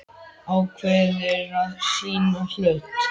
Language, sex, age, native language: Icelandic, female, 10, Icelandic